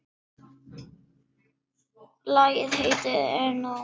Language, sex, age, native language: Icelandic, female, 9, Icelandic